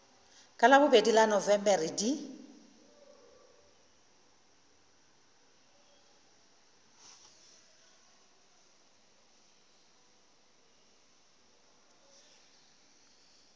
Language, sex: Northern Sotho, female